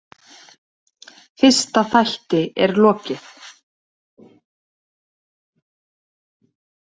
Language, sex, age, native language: Icelandic, female, 30-39, Icelandic